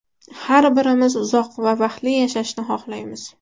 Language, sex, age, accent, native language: Uzbek, female, under 19, Toshkent shahri, Uzbek